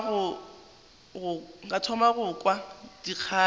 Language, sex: Northern Sotho, female